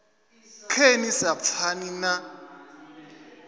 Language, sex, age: Venda, male, 27